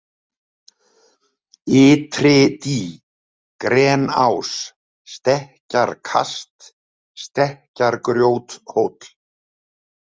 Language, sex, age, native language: Icelandic, male, 70-79, Icelandic